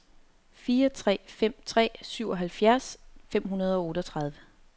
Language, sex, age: Danish, female, 30